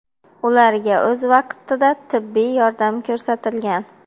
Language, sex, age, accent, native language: Uzbek, female, 25-34, Xorazm, Uzbek